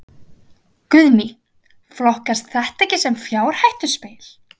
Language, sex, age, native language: Icelandic, female, 11, Icelandic